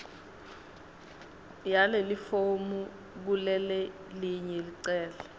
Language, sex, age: Swati, female, 19